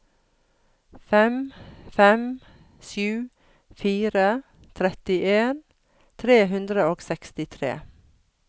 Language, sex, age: Norwegian, female, 42